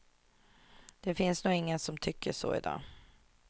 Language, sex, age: Swedish, female, 24